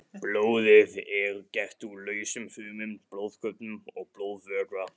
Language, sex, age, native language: Icelandic, male, 15, Icelandic